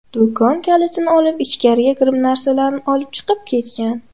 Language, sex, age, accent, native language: Uzbek, female, under 19, Buxoro, Uzbek